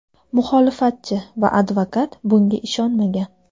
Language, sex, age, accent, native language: Uzbek, female, 19-29, Andijon, Uzbek